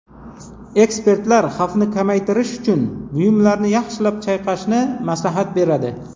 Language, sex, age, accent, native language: Uzbek, male, 40-49, Jizzax, Uzbek